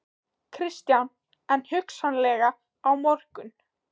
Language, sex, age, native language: Icelandic, female, 15, Icelandic